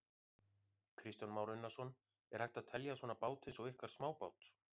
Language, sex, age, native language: Icelandic, male, 40-49, Icelandic